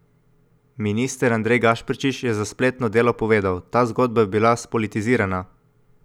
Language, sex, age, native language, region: Slovenian, male, 18-29, Slovenian, Coastal Karst region